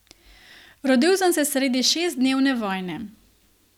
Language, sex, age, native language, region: Slovenian, female, 18-29, Slovenian, Gorenjska region